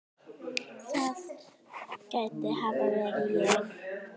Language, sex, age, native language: Icelandic, female, 9, Icelandic